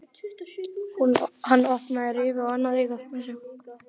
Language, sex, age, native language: Icelandic, male, 11, Icelandic